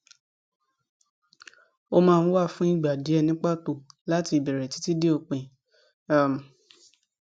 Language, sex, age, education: Yoruba, female, 15-29, tertiary